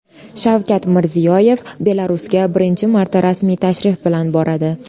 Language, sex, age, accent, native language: Uzbek, female, 18-24, Toshkent shahri, Uzbek